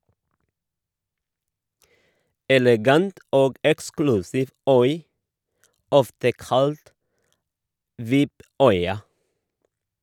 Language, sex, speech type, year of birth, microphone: Norwegian, male, read, 1978, Shure